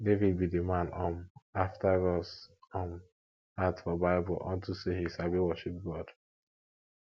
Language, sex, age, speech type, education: Nigerian Pidgin, male, 15-29, spontaneous, tertiary